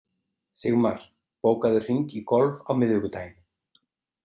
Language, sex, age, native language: Icelandic, male, 30-39, Icelandic